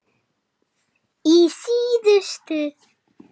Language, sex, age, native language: Icelandic, male, 7, Icelandic